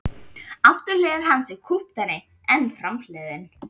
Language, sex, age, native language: Icelandic, female, 11, Icelandic